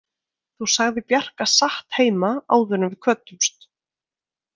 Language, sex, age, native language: Icelandic, female, 20-29, Icelandic